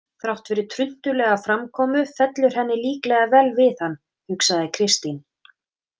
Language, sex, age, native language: Icelandic, female, 30-39, Icelandic